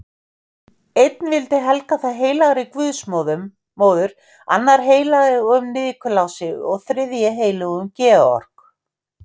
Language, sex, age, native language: Icelandic, female, 50-59, Icelandic